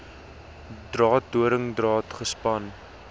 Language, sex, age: Afrikaans, male, 19